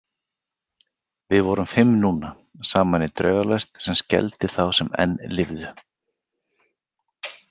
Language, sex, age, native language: Icelandic, male, 40-49, Icelandic